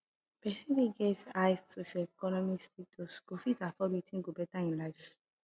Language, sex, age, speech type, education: Nigerian Pidgin, female, 15-29, spontaneous, tertiary